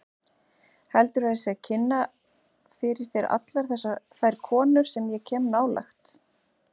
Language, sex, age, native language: Icelandic, female, 40-49, Icelandic